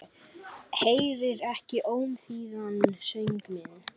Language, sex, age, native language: Icelandic, female, 10, Icelandic